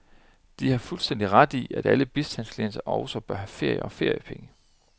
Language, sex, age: Danish, male, 30